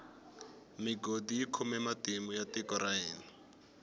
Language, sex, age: Tsonga, male, 21